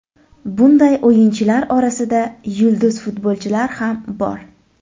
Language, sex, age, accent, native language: Uzbek, female, 25-34, Toshkent shahri, Uzbek